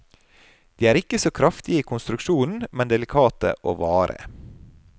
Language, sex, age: Norwegian, male, 30